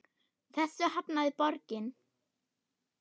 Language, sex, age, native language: Icelandic, female, 8, German